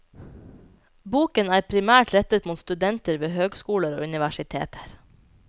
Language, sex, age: Norwegian, female, 29